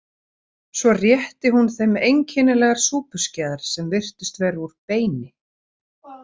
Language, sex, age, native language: Icelandic, female, 30-39, Icelandic